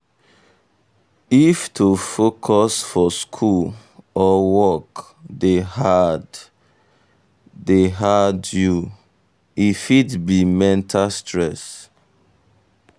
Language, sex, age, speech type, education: Nigerian Pidgin, male, 15-29, spontaneous, tertiary